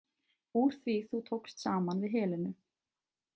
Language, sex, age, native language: Icelandic, female, 20-29, Icelandic